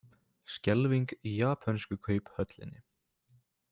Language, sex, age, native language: Icelandic, male, 20-29, Icelandic